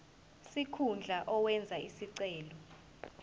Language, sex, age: Zulu, female, 20